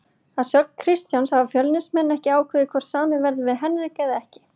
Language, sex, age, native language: Icelandic, male, 40-49, Icelandic